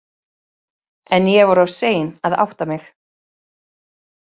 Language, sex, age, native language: Icelandic, female, 30-39, Icelandic